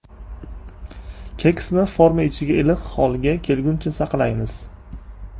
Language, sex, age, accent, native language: Uzbek, male, 25-34, Toshkent shahri, Uzbek